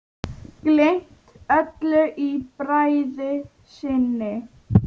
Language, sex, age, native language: Icelandic, female, 9, Icelandic